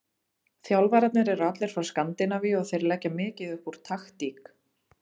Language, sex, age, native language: Icelandic, female, 30-39, Icelandic